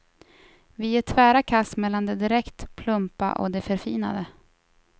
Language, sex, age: Swedish, female, 24